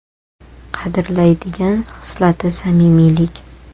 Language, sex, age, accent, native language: Uzbek, female, 18-24, Toshkent shahri, Uzbek